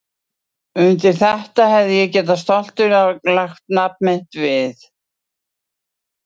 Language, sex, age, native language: Icelandic, female, 60-69, Icelandic